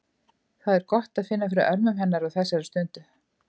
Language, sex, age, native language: Icelandic, female, 50-59, Icelandic